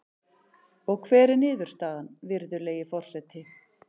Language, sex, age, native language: Icelandic, male, 11, Icelandic